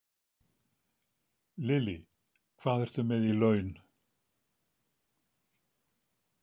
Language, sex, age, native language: Icelandic, male, 70-79, Icelandic